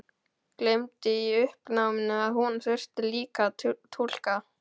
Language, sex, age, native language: Icelandic, male, 12, Icelandic